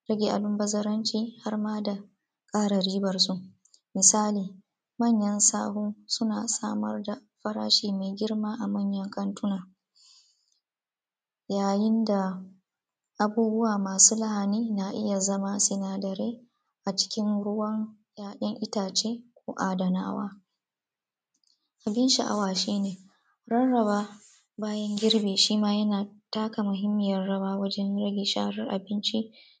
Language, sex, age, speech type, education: Hausa, female, 30-45, spontaneous, tertiary